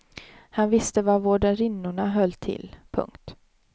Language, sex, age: Swedish, female, 18